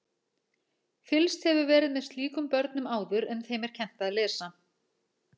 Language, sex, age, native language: Icelandic, female, 40-49, Icelandic